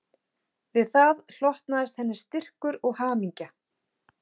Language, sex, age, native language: Icelandic, female, 40-49, Icelandic